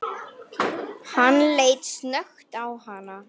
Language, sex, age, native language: Icelandic, female, 9, Icelandic